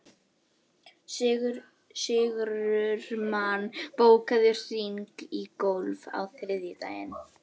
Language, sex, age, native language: Icelandic, female, 11, Icelandic